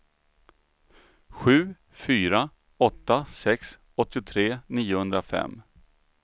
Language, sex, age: Swedish, male, 39